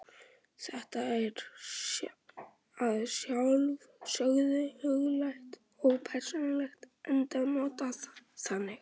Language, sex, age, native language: Icelandic, male, 18-19, Icelandic